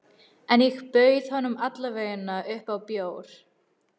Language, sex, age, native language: Icelandic, female, 13, Icelandic